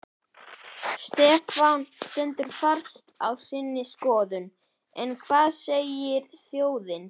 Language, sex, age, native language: Icelandic, male, 11, Icelandic